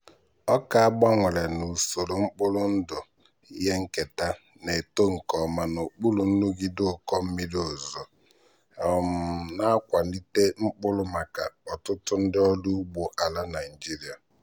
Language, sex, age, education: Igbo, male, 15-29, tertiary